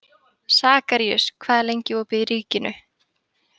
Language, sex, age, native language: Icelandic, female, 18-19, Icelandic